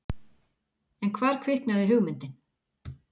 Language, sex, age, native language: Icelandic, female, 40-49, Icelandic